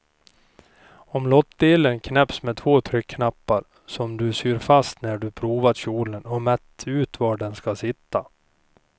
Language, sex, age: Swedish, male, 38